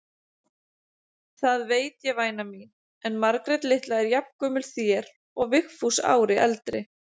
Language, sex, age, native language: Icelandic, female, 30-39, Icelandic